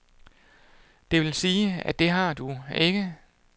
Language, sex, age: Danish, male, 48